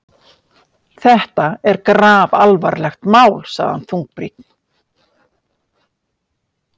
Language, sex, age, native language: Icelandic, female, 50-59, Icelandic